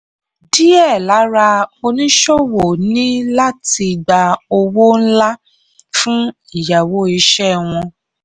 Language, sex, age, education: Yoruba, female, 30-45, tertiary